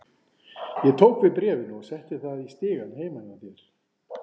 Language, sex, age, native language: Icelandic, male, 40-49, Icelandic